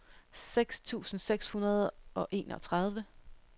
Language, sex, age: Danish, female, 31